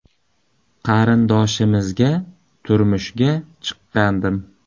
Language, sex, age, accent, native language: Uzbek, male, 35+, Samarqand, Uzbek